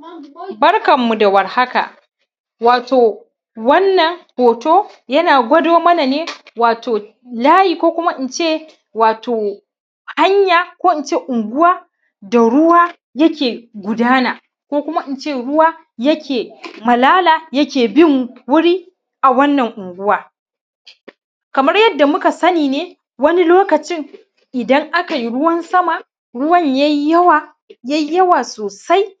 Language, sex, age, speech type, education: Hausa, male, 15-29, spontaneous, tertiary